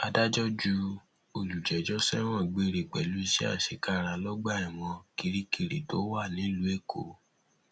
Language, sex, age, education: Yoruba, male, 15-29, secondary